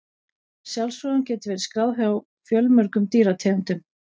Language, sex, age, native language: Icelandic, female, 40-49, Icelandic